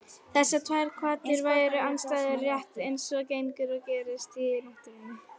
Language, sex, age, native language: Icelandic, female, 40-49, Icelandic